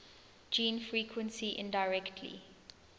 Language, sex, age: English, female, 20